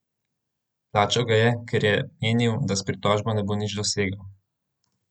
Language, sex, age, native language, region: Slovenian, male, 18-29, Slovenian, Central Slovenia